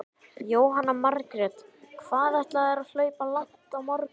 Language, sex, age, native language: Icelandic, male, 11, Icelandic